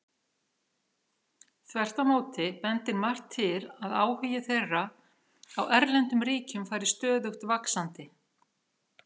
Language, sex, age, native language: Icelandic, female, 40-49, Icelandic